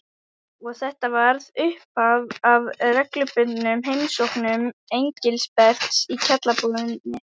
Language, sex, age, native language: Icelandic, female, 11, Icelandic